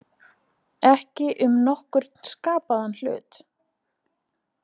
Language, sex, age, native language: Icelandic, female, 20-29, Icelandic